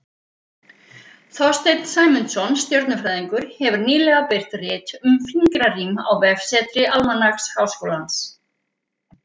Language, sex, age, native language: Icelandic, female, 50-59, Icelandic